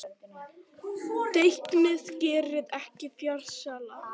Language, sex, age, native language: Icelandic, other, 18-19, Icelandic